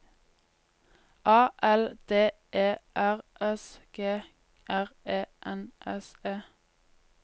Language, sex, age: Norwegian, female, 20